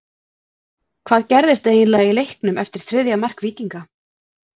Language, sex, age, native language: Icelandic, female, 40-49, Icelandic